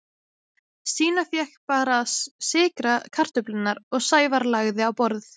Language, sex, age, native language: Icelandic, female, 20-29, Icelandic